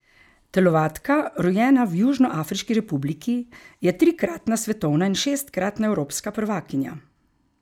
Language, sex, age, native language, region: Slovenian, female, 50-59, Slovenian, Carinthia region